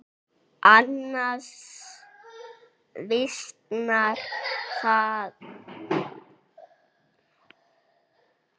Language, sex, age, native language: Icelandic, male, 6, Icelandic